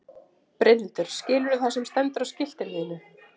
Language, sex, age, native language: Icelandic, female, 30-39, Icelandic